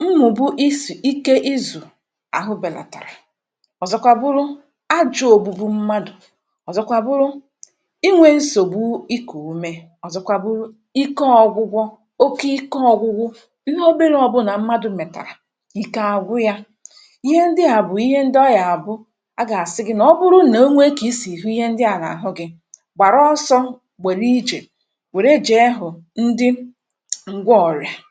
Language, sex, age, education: Igbo, female, 46-60, tertiary